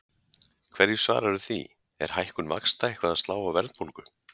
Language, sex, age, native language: Icelandic, male, 40-49, Icelandic